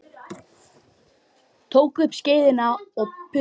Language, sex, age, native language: Icelandic, other, 12, Icelandic